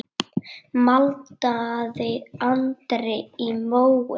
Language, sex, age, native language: Icelandic, male, 8, Icelandic